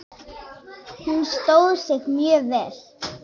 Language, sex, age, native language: Icelandic, female, 8, Icelandic